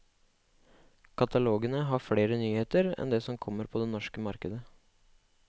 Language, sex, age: Norwegian, male, 25